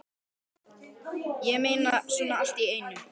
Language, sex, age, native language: Icelandic, male, 12, Icelandic